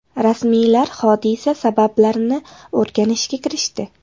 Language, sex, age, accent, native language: Uzbek, female, 18-24, Namangan, Uzbek